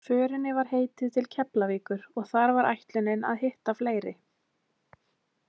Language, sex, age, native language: Icelandic, female, 20-29, Icelandic